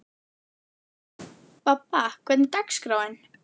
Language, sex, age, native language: Icelandic, female, 11, Icelandic